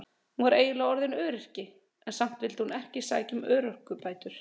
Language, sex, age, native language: Icelandic, female, 30-39, Icelandic